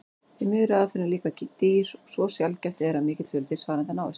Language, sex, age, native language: Icelandic, female, 40-49, Icelandic